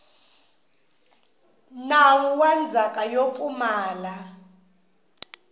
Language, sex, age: Tsonga, female, 19